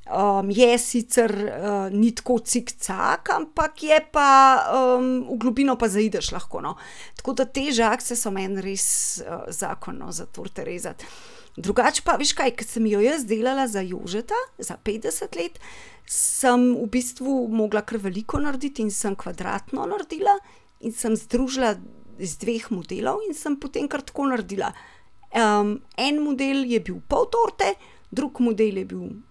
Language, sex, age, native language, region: Slovenian, female, 30-49, Slovenian, Central Slovenia